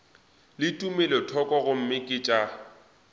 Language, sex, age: Northern Sotho, male, 20